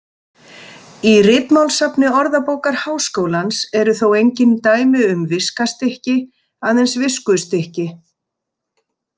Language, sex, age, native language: Icelandic, female, 50-59, Icelandic